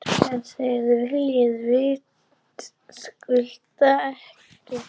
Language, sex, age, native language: Icelandic, female, 11, Icelandic